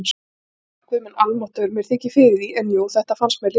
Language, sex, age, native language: Icelandic, female, 40-49, Icelandic